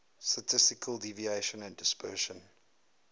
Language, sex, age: English, male, 22